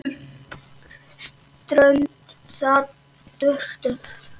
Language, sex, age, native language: Icelandic, male, 8, Icelandic